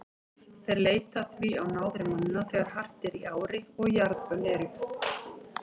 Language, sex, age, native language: Icelandic, female, 40-49, Icelandic